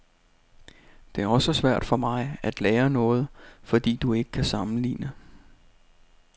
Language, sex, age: Danish, male, 32